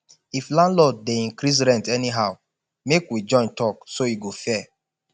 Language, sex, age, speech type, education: Nigerian Pidgin, male, 15-29, spontaneous, tertiary